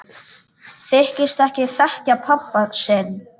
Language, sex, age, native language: Icelandic, male, 10, Icelandic